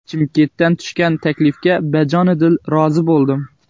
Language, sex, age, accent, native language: Uzbek, male, 18-24, Xorazm, Uzbek